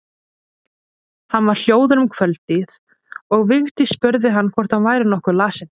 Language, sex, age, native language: Icelandic, female, 20-29, Icelandic